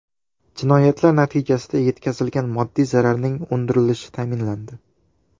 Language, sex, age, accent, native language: Uzbek, male, 12-17, Toshkent shahri, Uzbek